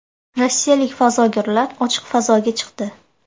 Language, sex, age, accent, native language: Uzbek, female, 18-24, Andijon, Uzbek